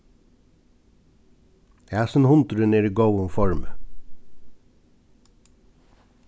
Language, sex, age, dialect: Faroese, male, 36-60, Suðurstreymoy